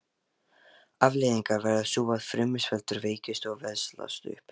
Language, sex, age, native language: Icelandic, male, 13, Lithuanian